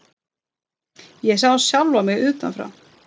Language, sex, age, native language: Icelandic, female, 30-39, Swedish